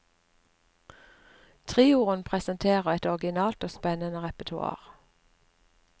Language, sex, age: Norwegian, female, 59